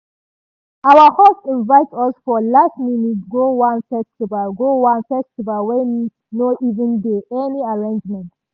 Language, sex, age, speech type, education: Nigerian Pidgin, female, 30-45, spontaneous, tertiary